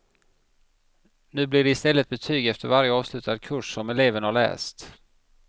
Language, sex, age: Swedish, male, 50